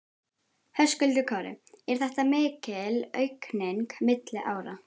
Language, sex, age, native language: Icelandic, female, 12, Icelandic